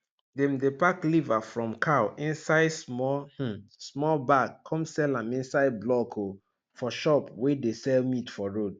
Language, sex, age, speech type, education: Nigerian Pidgin, male, 15-29, spontaneous, tertiary